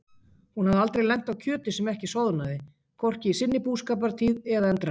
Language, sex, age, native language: Icelandic, female, 50-59, Icelandic